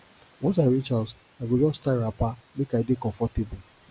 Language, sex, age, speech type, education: Nigerian Pidgin, male, 30-45, spontaneous, tertiary